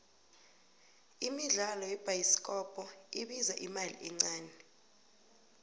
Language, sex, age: South Ndebele, female, 22